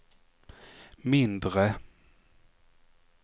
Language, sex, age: Swedish, male, 44